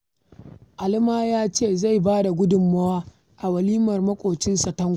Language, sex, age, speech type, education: Hausa, female, 15-29, read, primary